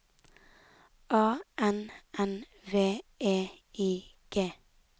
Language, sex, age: Norwegian, female, 19